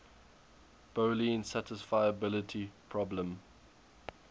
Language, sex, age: English, male, 21